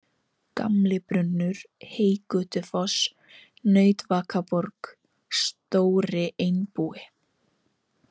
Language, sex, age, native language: Icelandic, female, 18-19, Icelandic